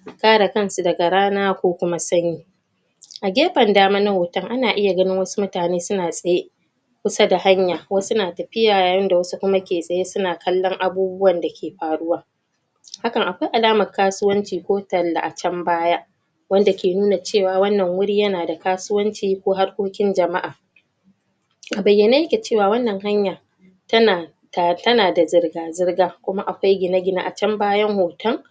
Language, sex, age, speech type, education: Hausa, female, 30-45, spontaneous, tertiary